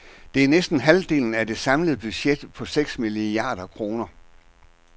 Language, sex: Danish, male